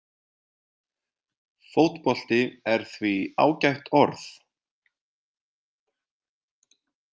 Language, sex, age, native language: Icelandic, male, 30-39, Icelandic